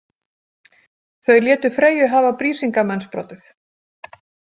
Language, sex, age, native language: Icelandic, female, 40-49, Icelandic